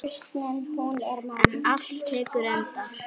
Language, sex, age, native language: Icelandic, female, 9, Icelandic